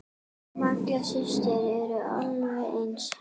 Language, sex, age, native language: Icelandic, female, 7, Icelandic